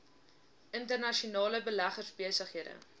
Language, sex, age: Afrikaans, female, 19